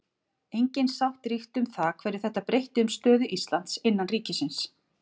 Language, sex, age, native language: Icelandic, female, 40-49, Icelandic